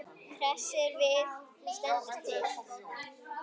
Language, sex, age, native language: Icelandic, female, 10, Icelandic